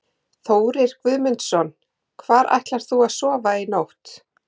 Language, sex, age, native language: Icelandic, female, 40-49, Icelandic